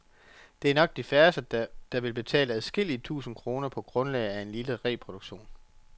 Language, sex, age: Danish, male, 34